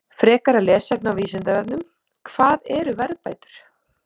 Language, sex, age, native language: Icelandic, female, 30-39, Icelandic